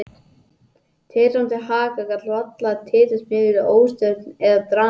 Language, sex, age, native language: Icelandic, male, 80-89, English